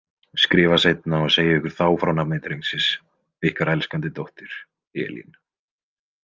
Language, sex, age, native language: Icelandic, male, 20-29, Icelandic